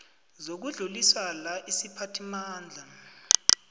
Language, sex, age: South Ndebele, male, 20